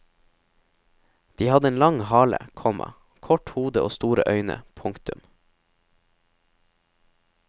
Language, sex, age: Norwegian, male, 17